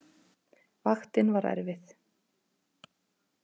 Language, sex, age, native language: Icelandic, female, 30-39, Icelandic